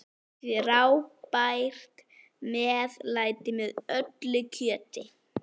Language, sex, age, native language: Icelandic, female, 9, Icelandic